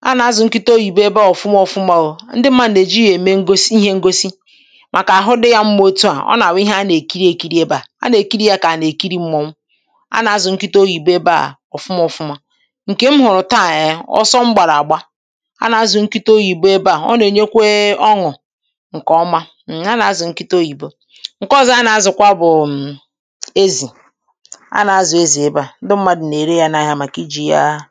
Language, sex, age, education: Igbo, female, 15-29, tertiary